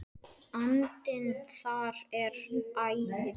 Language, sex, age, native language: Icelandic, male, 10, Icelandic